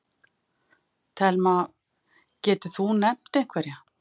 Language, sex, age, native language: Icelandic, female, 50-59, Icelandic